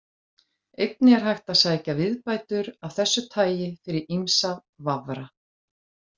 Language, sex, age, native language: Icelandic, female, 40-49, Icelandic